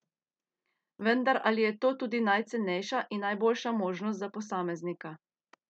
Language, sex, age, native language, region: Slovenian, female, 30-49, Slovenian, Central Slovenia